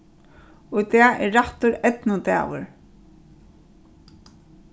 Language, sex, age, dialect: Faroese, female, 36-60, Norðurstreymoy/Eysturoy